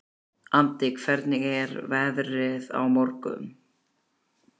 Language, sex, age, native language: Icelandic, female, 11, Icelandic